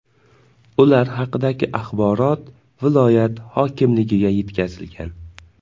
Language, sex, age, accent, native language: Uzbek, male, 18-24, Navoiy, Uzbek